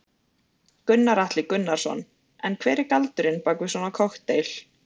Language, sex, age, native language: Icelandic, female, 20-29, Icelandic